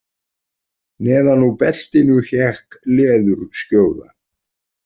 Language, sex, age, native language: Icelandic, male, 40-49, Icelandic